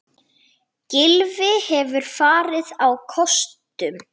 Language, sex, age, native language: Icelandic, female, 9, Icelandic